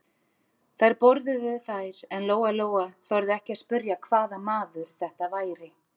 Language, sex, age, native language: Icelandic, female, 30-39, Icelandic